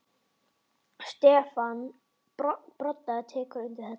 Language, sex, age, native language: Icelandic, male, 10, Icelandic